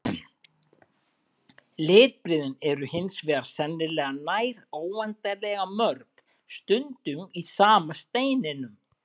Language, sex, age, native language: Icelandic, male, 40-49, Icelandic